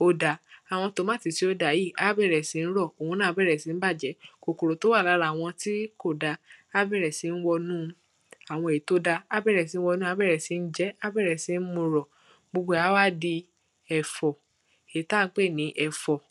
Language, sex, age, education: Yoruba, female, 15-29, tertiary